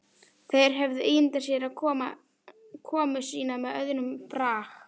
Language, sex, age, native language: Icelandic, female, 11, Icelandic